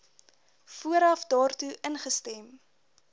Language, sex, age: Afrikaans, female, 20